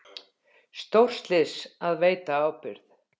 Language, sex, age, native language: Icelandic, female, 50-59, Icelandic